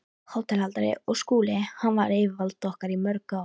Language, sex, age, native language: Icelandic, female, 13, Icelandic